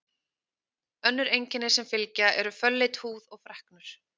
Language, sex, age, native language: Icelandic, female, 30-39, Icelandic